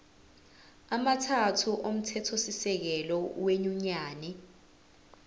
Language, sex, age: Zulu, female, 20